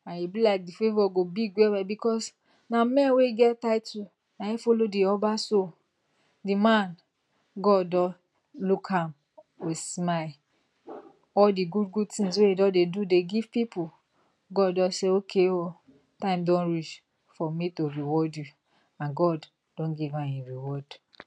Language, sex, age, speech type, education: Nigerian Pidgin, female, 60+, spontaneous, tertiary